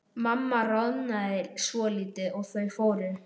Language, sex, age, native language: Icelandic, male, 12, Icelandic